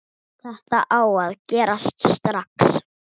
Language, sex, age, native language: Icelandic, female, 10, Icelandic